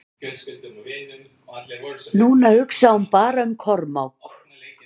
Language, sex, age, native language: Icelandic, female, 60-69, Icelandic